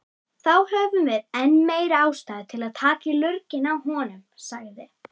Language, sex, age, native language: Icelandic, female, 30-39, Icelandic